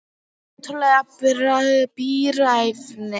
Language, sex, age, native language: Icelandic, female, 12, Icelandic